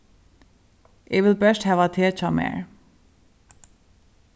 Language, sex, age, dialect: Faroese, female, 36-60, Suðurstreymoy